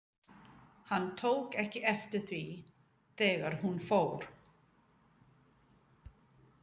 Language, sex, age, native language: Icelandic, female, 50-59, English